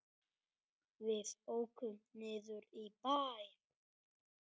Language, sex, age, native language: Icelandic, male, 8, Icelandic